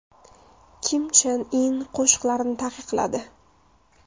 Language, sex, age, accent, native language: Uzbek, female, 19-29, Toshkent viloyati, Uzbek